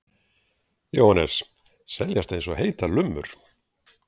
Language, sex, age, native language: Icelandic, male, 60-69, Icelandic